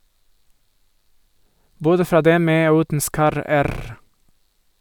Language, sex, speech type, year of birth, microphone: Norwegian, male, read, 1978, Sennheiser